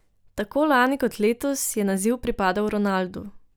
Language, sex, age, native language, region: Slovenian, female, 18-29, Slovenian, Drava region